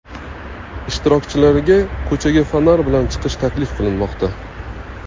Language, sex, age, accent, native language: Uzbek, male, 25-34, Toshkent viloyati, Uzbek